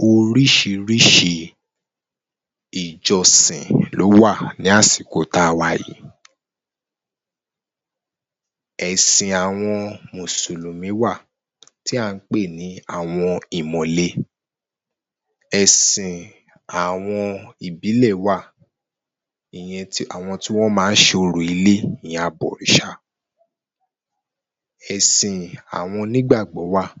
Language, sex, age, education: Yoruba, male, 15-29, tertiary